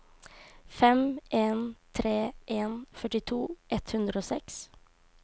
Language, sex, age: Norwegian, female, 18